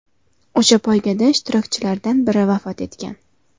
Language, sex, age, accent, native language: Uzbek, female, 19-29, Toshkent viloyati, Uzbek